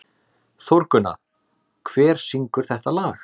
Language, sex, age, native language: Icelandic, male, 30-39, Icelandic